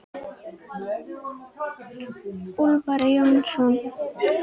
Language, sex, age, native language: Icelandic, female, 10, Icelandic